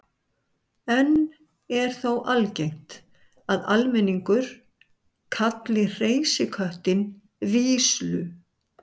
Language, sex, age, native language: Icelandic, male, 60-69, Icelandic